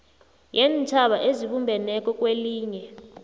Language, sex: South Ndebele, female